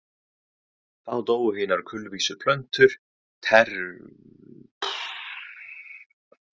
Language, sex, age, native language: Icelandic, male, 30-39, Icelandic